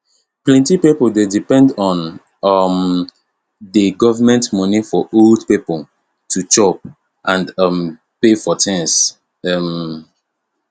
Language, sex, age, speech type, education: Nigerian Pidgin, male, 30-45, spontaneous, tertiary